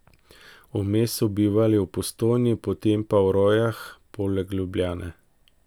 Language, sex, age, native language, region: Slovenian, male, 50-59, Slovenian, Central Slovenia